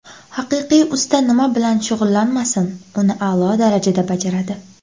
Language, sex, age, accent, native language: Uzbek, female, under 19, Andijon, Uzbek